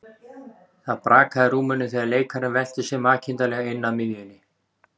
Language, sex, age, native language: Icelandic, male, 40-49, Icelandic